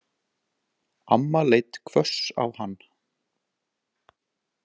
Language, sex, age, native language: Icelandic, male, 40-49, Icelandic